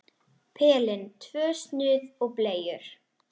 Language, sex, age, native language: Icelandic, female, 10, Icelandic